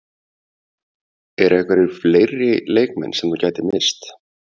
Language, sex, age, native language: Icelandic, male, 50-59, Icelandic